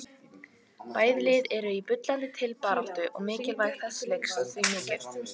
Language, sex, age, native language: Icelandic, female, 18-19, Icelandic